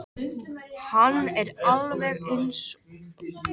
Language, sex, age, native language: Icelandic, male, 13, Icelandic